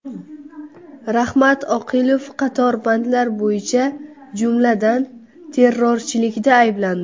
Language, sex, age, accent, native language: Uzbek, female, under 19, Buxoro, Uzbek